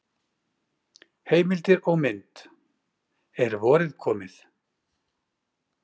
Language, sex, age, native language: Icelandic, male, 40-49, Icelandic